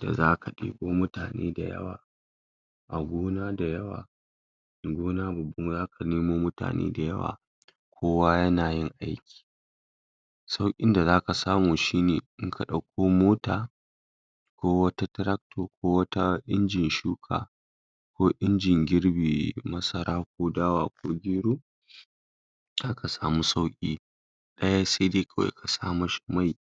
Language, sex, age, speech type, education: Hausa, female, 60+, spontaneous, secondary